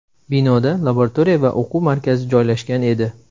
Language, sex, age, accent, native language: Uzbek, male, 18-24, Samarqand, Uzbek